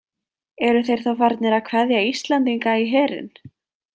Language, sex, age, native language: Icelandic, female, 20-29, Icelandic